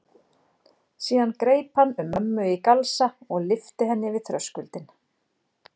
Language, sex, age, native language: Icelandic, female, 40-49, Icelandic